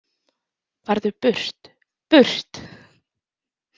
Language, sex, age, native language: Icelandic, female, 20-29, Icelandic